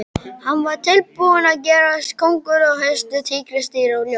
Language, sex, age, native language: Icelandic, male, 12, Icelandic